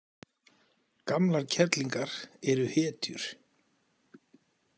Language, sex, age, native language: Icelandic, male, 40-49, Icelandic